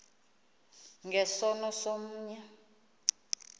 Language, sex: Xhosa, female